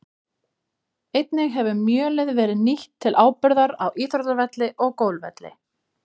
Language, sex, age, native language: Icelandic, female, 30-39, Icelandic